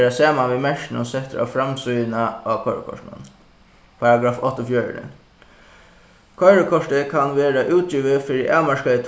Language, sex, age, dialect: Faroese, male, 15-35, Suðuroy